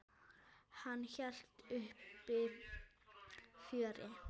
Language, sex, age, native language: Icelandic, female, 9, Icelandic